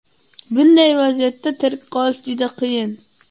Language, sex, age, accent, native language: Uzbek, male, under 19, Qashqadaryo, Uzbek